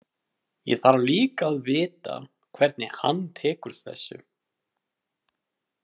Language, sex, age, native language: Icelandic, male, 30-39, Icelandic